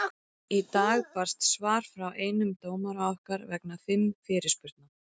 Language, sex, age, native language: Icelandic, female, 30-39, Icelandic